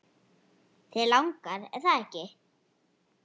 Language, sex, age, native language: Icelandic, female, 6, Icelandic